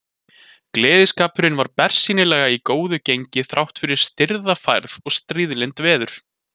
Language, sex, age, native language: Icelandic, male, 20-29, Icelandic